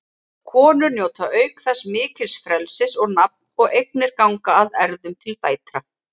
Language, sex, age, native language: Icelandic, female, 30-39, Icelandic